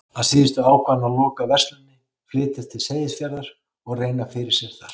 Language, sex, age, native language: Icelandic, male, 40-49, Icelandic